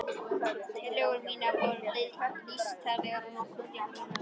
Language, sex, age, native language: Icelandic, female, 13, Icelandic